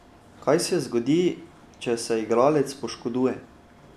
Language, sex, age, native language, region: Slovenian, male, 12-17, Slovenian, Drava region